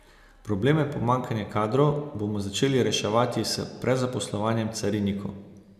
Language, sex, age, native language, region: Slovenian, male, 30-49, Slovenian, Savinja region